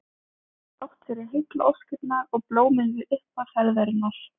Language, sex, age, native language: Icelandic, female, 20-29, Icelandic